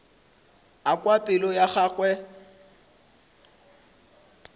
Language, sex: Northern Sotho, male